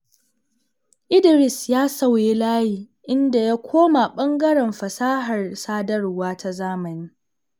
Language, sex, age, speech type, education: Hausa, female, 15-29, read, secondary